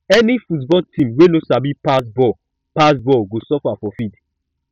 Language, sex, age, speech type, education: Nigerian Pidgin, male, 15-29, spontaneous, tertiary